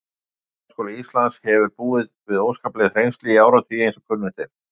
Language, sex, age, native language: Icelandic, male, 50-59, Icelandic